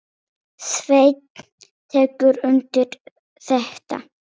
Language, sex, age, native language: Icelandic, female, 8, Polish